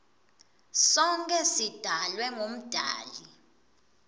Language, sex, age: Swati, female, 22